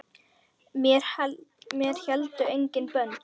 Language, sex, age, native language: Icelandic, female, 10, Icelandic